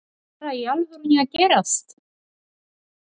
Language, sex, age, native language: Icelandic, female, 40-49, Polish